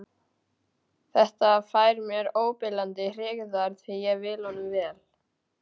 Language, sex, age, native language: Icelandic, male, 12, Icelandic